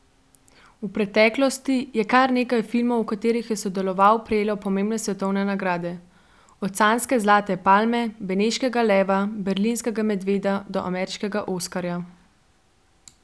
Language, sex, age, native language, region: Slovenian, female, 12-17, Slovenian, Central Slovenia